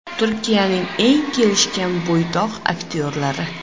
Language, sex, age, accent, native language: Uzbek, female, 25-34, Jizzax, Uzbek